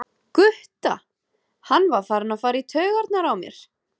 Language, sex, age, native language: Icelandic, female, 30-39, Icelandic